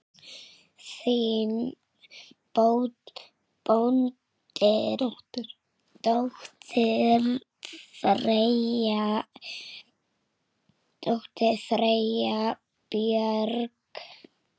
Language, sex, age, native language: Icelandic, female, 6, Icelandic